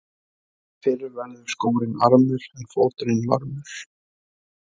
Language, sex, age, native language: Icelandic, male, 20-29, Icelandic